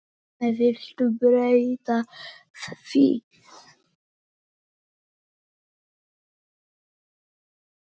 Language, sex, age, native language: Icelandic, male, 9, Polish